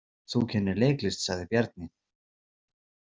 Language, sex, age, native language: Icelandic, male, 40-49, Icelandic